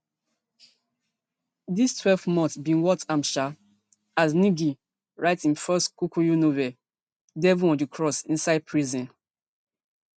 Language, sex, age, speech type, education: Nigerian Pidgin, female, 15-29, spontaneous, tertiary